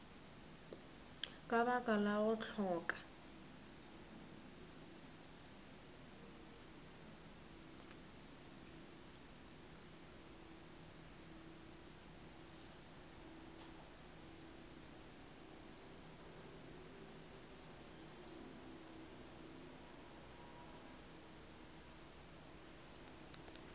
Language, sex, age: Northern Sotho, female, 27